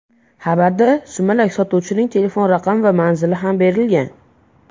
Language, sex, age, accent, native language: Uzbek, male, under 19, Andijon, Uzbek